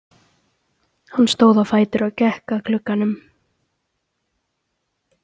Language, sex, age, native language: Icelandic, male, 13, Icelandic